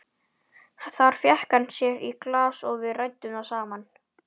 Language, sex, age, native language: Icelandic, male, 11, Icelandic